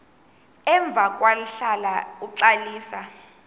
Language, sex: Xhosa, female